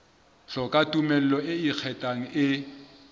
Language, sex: Southern Sotho, male